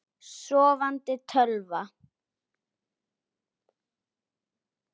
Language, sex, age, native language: Icelandic, female, 10, Icelandic